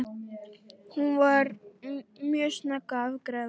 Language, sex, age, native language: Icelandic, female, 12, Icelandic